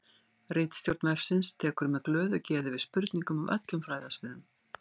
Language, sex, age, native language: Icelandic, female, 60-69, Icelandic